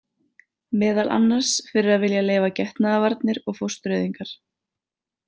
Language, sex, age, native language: Icelandic, female, 30-39, Icelandic